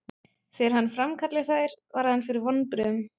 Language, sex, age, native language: Icelandic, female, 30-39, German